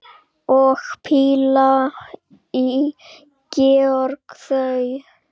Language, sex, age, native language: Icelandic, female, 8, Icelandic